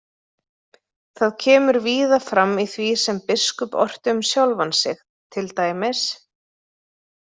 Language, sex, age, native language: Icelandic, female, 30-39, Icelandic